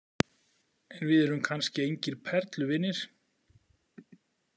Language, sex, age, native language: Icelandic, male, 40-49, Icelandic